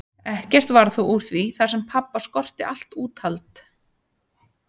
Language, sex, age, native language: Icelandic, female, 30-39, Icelandic